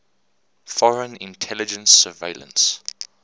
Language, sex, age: English, male, 24